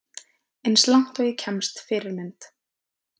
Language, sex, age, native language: Icelandic, female, 20-29, Icelandic